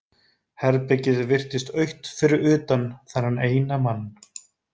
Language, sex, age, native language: Icelandic, male, 20-29, Icelandic